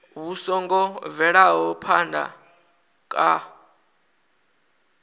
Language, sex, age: Venda, male, 21